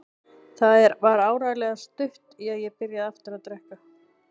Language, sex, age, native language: Icelandic, female, 40-49, Icelandic